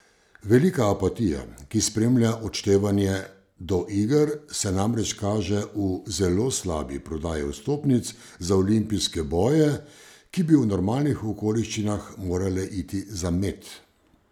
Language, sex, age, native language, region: Slovenian, male, 50-59, Slovenian, Savinja region